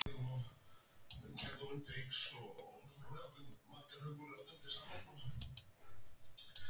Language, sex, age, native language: Icelandic, female, 30-39, Icelandic